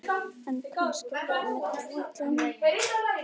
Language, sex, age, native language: Icelandic, female, 11, Icelandic